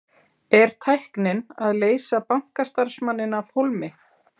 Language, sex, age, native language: Icelandic, female, 40-49, Icelandic